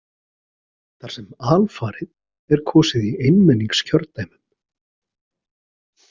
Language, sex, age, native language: Icelandic, male, 40-49, Icelandic